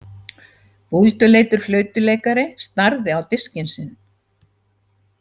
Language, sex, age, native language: Icelandic, female, 70-79, Icelandic